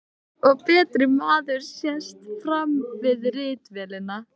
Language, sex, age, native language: Icelandic, female, 15, Icelandic